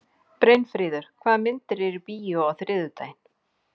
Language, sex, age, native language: Icelandic, female, 40-49, Icelandic